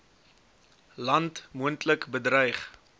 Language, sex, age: Afrikaans, male, 20